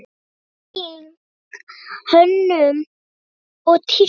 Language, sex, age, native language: Icelandic, male, 9, Icelandic